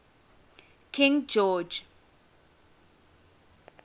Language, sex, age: English, female, 18